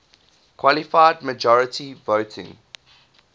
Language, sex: English, male